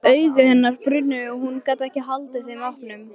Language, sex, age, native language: Icelandic, female, 13, Icelandic